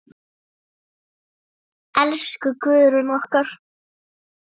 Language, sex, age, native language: Icelandic, male, 8, Icelandic